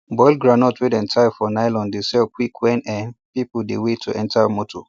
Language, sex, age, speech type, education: Nigerian Pidgin, male, 30-45, spontaneous, tertiary